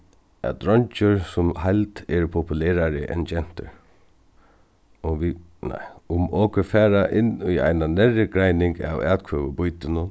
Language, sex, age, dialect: Faroese, male, 36-60, Suðuroy